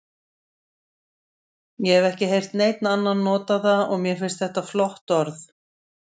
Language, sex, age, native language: Icelandic, female, 60-69, Icelandic